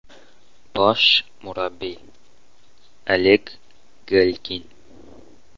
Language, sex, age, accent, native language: Uzbek, male, 18-24, Andijon, Uzbek